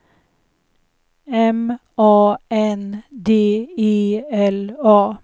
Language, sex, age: Swedish, female, 56